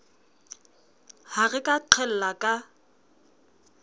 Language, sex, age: Southern Sotho, female, 29